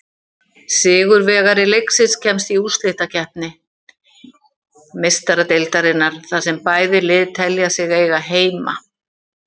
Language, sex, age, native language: Icelandic, female, 60-69, Icelandic